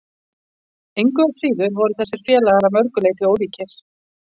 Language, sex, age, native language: Icelandic, female, 40-49, Icelandic